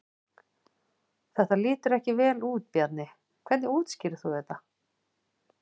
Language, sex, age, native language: Icelandic, female, 40-49, Icelandic